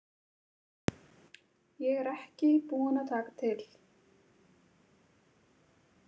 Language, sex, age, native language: Icelandic, female, 30-39, Icelandic